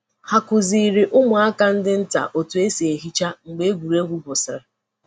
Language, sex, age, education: Igbo, female, 30-45, tertiary